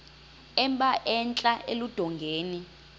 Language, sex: Xhosa, female